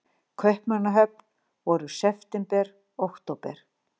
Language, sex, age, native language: Icelandic, female, 60-69, Icelandic